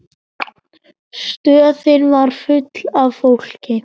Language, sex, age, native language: Icelandic, male, 9, Icelandic